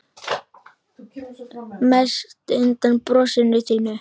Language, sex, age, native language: Icelandic, male, 10, Icelandic